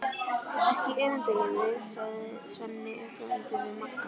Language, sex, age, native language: Icelandic, female, 11, Icelandic